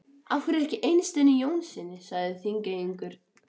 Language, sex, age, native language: Icelandic, female, 12, Icelandic